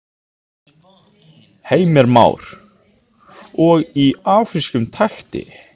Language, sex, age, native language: Icelandic, male, 15, Icelandic